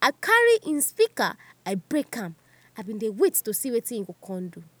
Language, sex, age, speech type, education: Nigerian Pidgin, female, 30-45, spontaneous, tertiary